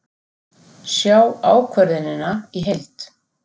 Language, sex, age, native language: Icelandic, female, 40-49, Icelandic